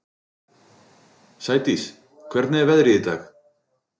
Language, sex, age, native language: Icelandic, male, 40-49, Icelandic